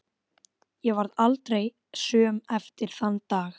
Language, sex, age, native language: Icelandic, female, 12, Icelandic